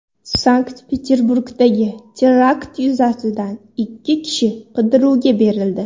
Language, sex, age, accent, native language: Uzbek, female, 19-29, Toshkent viloyati, Uzbek